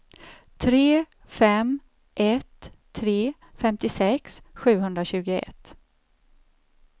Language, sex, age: Swedish, female, 54